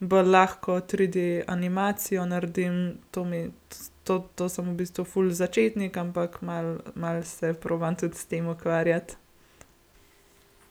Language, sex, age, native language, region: Slovenian, female, 18-29, Slovenian, Gorenjska region